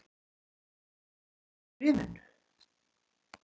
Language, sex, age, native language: Icelandic, male, 40-49, Icelandic